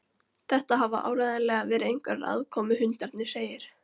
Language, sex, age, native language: Icelandic, female, 13, Icelandic